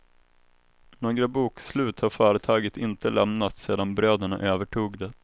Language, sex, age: Swedish, male, 21